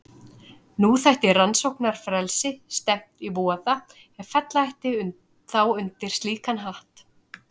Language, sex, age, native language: Icelandic, female, 30-39, Icelandic